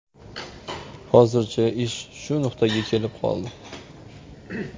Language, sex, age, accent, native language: Uzbek, male, 25-34, Farg'ona, Uzbek